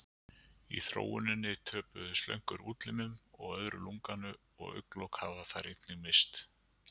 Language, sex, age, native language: Icelandic, male, 50-59, Icelandic